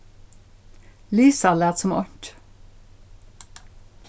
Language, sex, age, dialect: Faroese, female, 61+, Suðurstreymoy